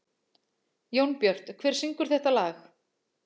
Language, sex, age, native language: Icelandic, female, 40-49, Icelandic